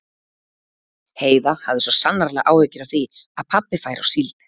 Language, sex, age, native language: Icelandic, female, 40-49, Icelandic